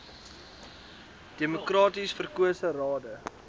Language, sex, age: Afrikaans, male, 19